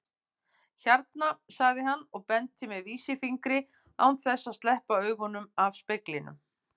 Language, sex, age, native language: Icelandic, female, 50-59, Icelandic